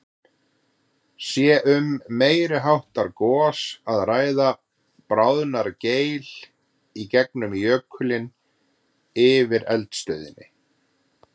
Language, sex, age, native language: Icelandic, male, 40-49, Icelandic